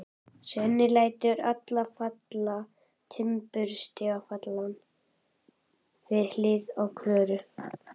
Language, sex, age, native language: Icelandic, female, 11, Icelandic